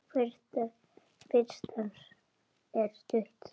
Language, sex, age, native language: Icelandic, female, 8, Icelandic